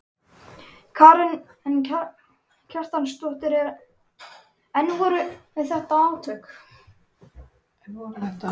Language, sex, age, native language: Icelandic, male, 11, Icelandic